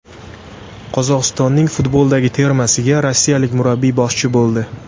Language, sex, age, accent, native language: Uzbek, male, 18-24, Andijon, Uzbek